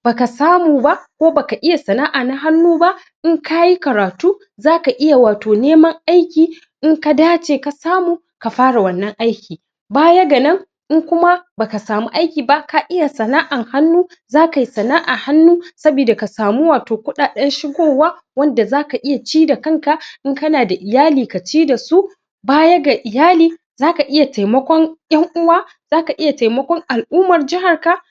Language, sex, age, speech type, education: Hausa, male, 15-29, spontaneous, secondary